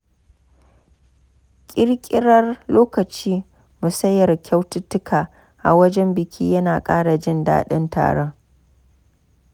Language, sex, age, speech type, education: Hausa, female, 30-45, spontaneous, tertiary